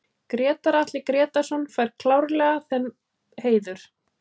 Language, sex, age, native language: Icelandic, female, 30-39, Icelandic